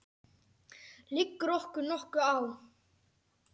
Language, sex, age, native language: Icelandic, male, 10, Icelandic